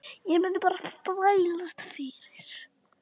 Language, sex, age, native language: Icelandic, female, 8, Icelandic